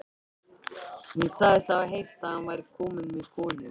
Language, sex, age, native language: Icelandic, male, 13, Icelandic